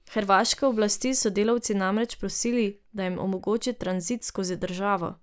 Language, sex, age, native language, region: Slovenian, female, 18-29, Slovenian, Drava region